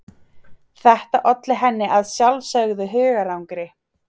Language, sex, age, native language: Icelandic, female, 30-39, Icelandic